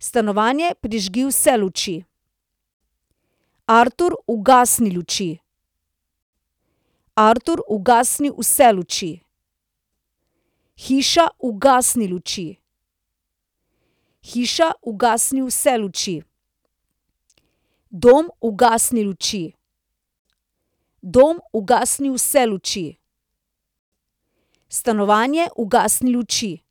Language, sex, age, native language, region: Slovenian, female, 30-49, Slovenian, Central Slovenia